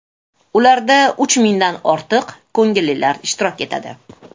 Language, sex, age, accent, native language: Uzbek, female, 35+, Toshkent shahri, Uzbek